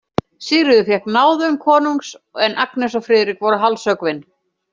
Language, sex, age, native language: Icelandic, female, 70-79, Icelandic